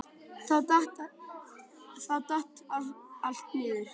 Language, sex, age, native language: Icelandic, male, 10, Icelandic